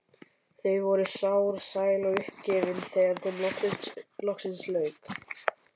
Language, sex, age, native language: Icelandic, male, 11, Icelandic